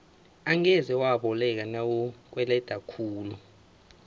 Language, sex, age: South Ndebele, male, 24